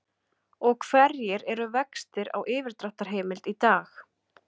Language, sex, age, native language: Icelandic, female, 30-39, Icelandic